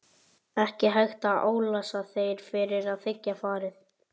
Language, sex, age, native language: Icelandic, male, 11, Icelandic